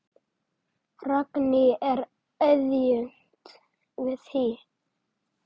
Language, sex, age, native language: Icelandic, male, 9, Icelandic